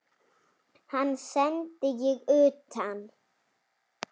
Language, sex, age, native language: Icelandic, female, 7, Icelandic